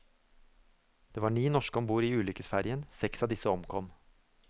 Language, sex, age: Norwegian, male, 24